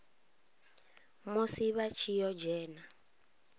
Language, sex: Venda, female